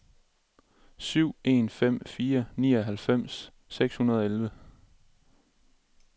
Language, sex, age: Danish, male, 27